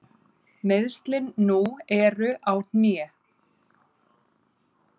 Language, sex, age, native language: Icelandic, female, 30-39, Icelandic